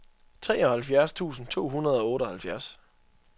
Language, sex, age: Danish, male, 24